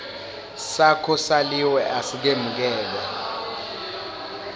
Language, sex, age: Swati, male, 19